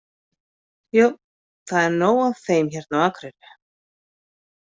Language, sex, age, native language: Icelandic, female, 50-59, Icelandic